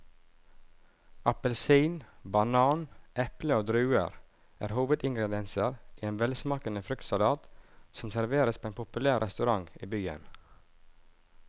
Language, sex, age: Norwegian, male, 37